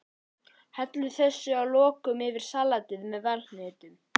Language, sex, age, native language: Icelandic, male, 11, Icelandic